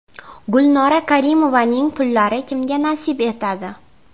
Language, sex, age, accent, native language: Uzbek, female, 18-24, Navoiy, Uzbek